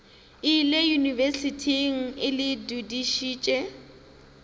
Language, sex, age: Northern Sotho, female, 19